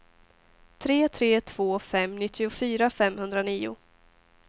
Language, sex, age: Swedish, female, 18